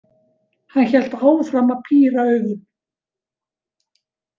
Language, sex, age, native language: Icelandic, female, 70-79, Icelandic